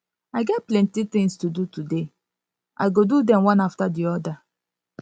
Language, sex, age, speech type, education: Nigerian Pidgin, female, 15-29, spontaneous, tertiary